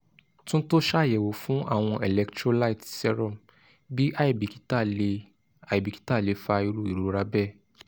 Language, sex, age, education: Yoruba, male, 15-29, tertiary